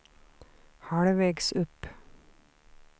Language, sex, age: Swedish, female, 47